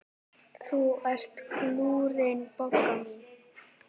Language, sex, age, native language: Icelandic, male, 10, Icelandic